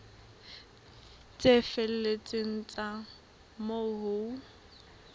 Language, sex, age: Southern Sotho, female, 21